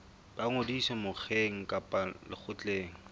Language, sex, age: Southern Sotho, female, 22